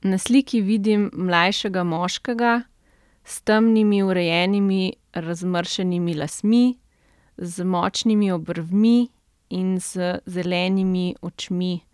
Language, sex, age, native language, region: Slovenian, female, 30-49, Slovenian, Central Slovenia